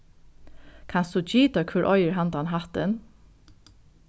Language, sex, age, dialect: Faroese, female, 36-60, Norðuroyggjar